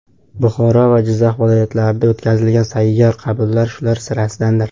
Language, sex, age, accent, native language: Uzbek, male, 19-29, Jizzax, Uzbek